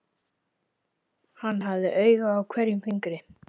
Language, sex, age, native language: Icelandic, male, 11, Icelandic